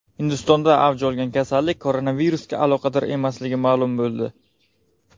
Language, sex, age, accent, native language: Uzbek, male, 19-29, Buxoro, Uzbek